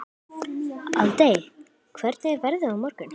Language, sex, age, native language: Icelandic, male, 11, Icelandic